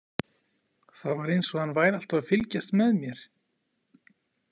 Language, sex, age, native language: Icelandic, male, 40-49, Icelandic